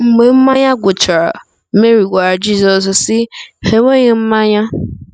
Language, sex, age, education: Igbo, female, 15-29, tertiary